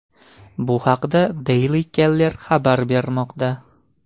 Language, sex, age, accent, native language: Uzbek, male, 25-34, Farg'ona, Uzbek